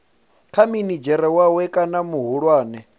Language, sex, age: Venda, male, 25